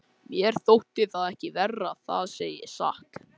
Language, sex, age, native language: Icelandic, male, 14, Icelandic